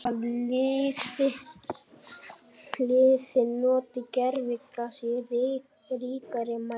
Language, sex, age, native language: Icelandic, female, 18-19, Icelandic